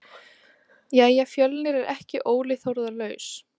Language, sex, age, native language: Icelandic, female, 20-29, Icelandic